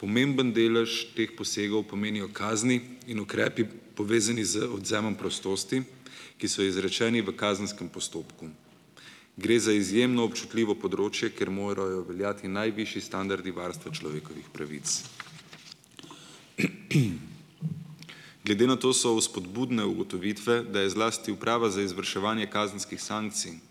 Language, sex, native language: Slovenian, male, Slovenian